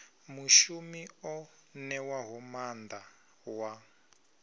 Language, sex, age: Venda, male, 22